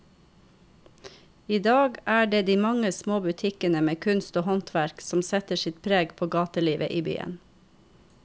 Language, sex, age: Norwegian, female, 45